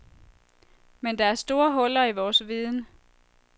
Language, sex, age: Danish, female, 23